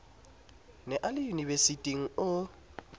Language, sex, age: Southern Sotho, male, 27